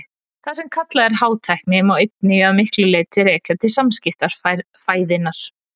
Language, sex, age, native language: Icelandic, female, 30-39, Icelandic